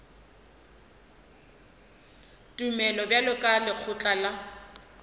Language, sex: Northern Sotho, female